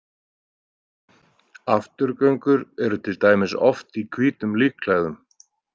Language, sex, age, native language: Icelandic, male, 30-39, Icelandic